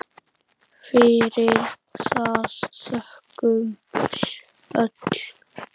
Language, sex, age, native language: Icelandic, male, 9, Icelandic